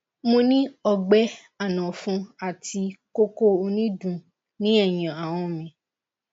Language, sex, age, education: Yoruba, female, 15-29, tertiary